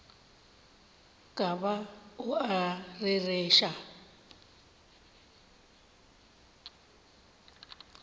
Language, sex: Northern Sotho, female